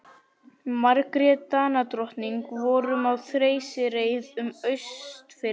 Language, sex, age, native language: Icelandic, female, 11, Icelandic